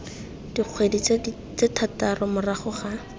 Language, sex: Tswana, female